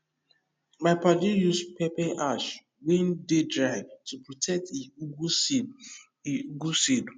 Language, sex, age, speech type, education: Nigerian Pidgin, male, 15-29, spontaneous, tertiary